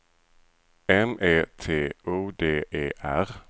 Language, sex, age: Swedish, male, 37